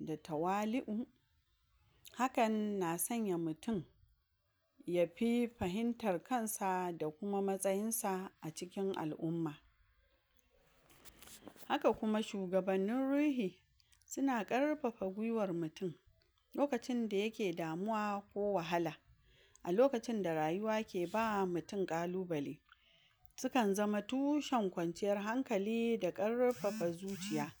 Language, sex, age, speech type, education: Hausa, female, 46-60, spontaneous, tertiary